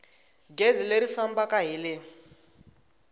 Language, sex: Tsonga, female